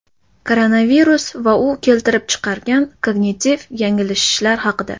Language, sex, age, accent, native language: Uzbek, female, 18-24, Toshkent shahri, Uzbek